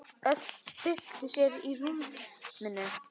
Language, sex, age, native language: Icelandic, male, 9, Icelandic